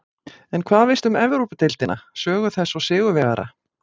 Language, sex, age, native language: Icelandic, female, 40-49, Icelandic